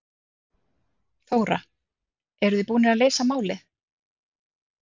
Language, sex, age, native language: Icelandic, female, 30-39, Icelandic